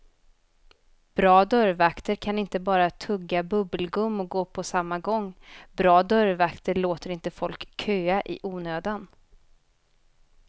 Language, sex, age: Swedish, female, 24